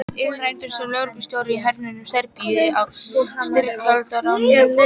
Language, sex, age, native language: Icelandic, female, 12, Icelandic